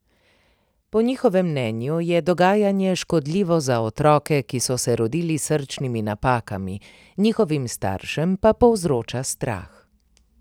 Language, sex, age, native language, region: Slovenian, female, 30-49, Slovenian, Primorsko-notranjska region